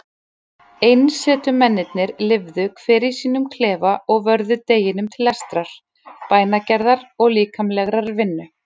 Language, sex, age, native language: Icelandic, female, 40-49, Icelandic